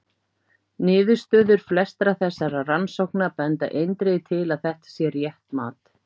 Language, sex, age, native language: Icelandic, female, 50-59, Icelandic